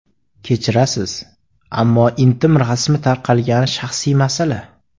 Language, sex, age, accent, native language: Uzbek, male, 18-24, Farg'ona, Uzbek